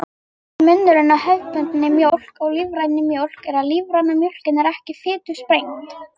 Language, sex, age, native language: Icelandic, female, 50-59, Icelandic